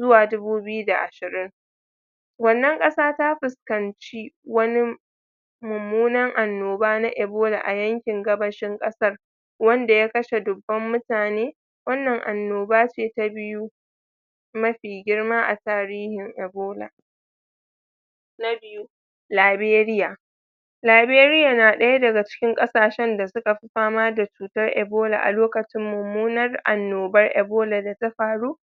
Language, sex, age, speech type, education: Hausa, female, 30-45, spontaneous, tertiary